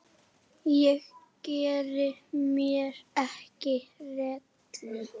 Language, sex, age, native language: Icelandic, male, 6, Icelandic